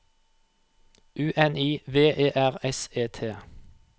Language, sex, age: Norwegian, male, 28